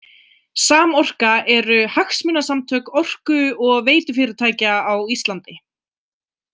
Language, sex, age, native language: Icelandic, female, 20-29, Icelandic